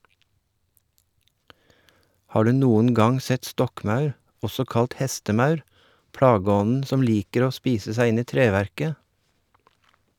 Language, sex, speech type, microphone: Norwegian, male, read, Shure